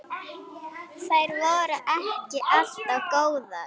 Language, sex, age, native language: Icelandic, female, 8, Icelandic